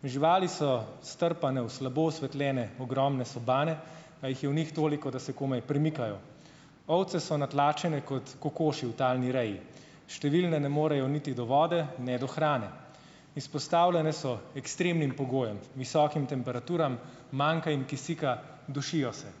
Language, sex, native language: Slovenian, male, Slovenian